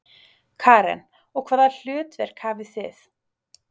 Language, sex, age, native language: Icelandic, female, 30-39, Icelandic